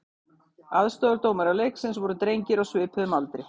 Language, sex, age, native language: Icelandic, female, 50-59, Icelandic